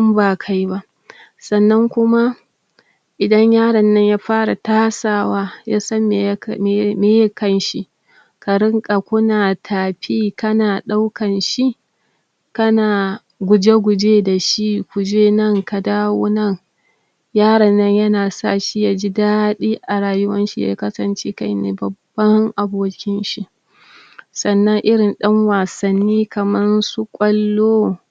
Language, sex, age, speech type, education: Hausa, female, 30-45, spontaneous, tertiary